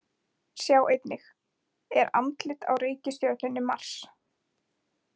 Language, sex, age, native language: Icelandic, female, 20-29, Icelandic